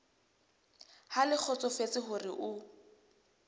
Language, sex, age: Southern Sotho, female, 23